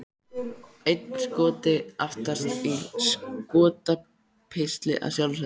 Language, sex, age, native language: Icelandic, male, 13, Icelandic